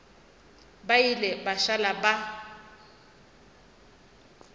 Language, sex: Northern Sotho, female